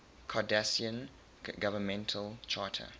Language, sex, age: English, male, 23